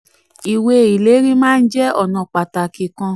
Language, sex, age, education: Yoruba, female, 15-29, tertiary